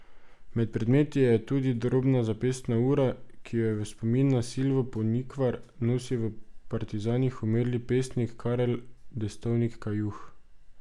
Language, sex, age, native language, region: Slovenian, male, 18-29, Slovenian, Drava region